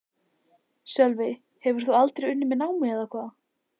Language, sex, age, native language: Icelandic, female, 14, Icelandic